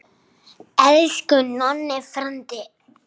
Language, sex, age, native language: Icelandic, male, 8, Icelandic